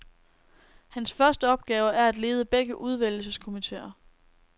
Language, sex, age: Danish, female, 19